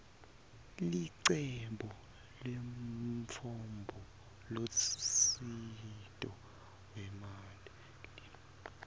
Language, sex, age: Swati, male, 23